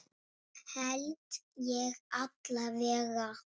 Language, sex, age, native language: Icelandic, female, 6, Icelandic